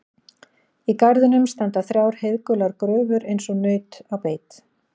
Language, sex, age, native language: Icelandic, female, 40-49, Icelandic